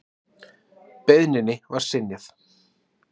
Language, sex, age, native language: Icelandic, male, 30-39, Icelandic